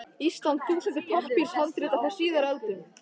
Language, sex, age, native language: Icelandic, male, 13, Icelandic